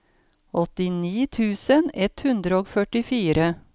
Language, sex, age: Norwegian, female, 53